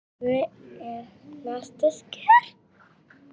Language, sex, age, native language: Icelandic, female, 7, Icelandic